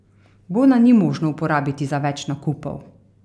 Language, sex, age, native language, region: Slovenian, female, 30-49, Slovenian, Carinthia region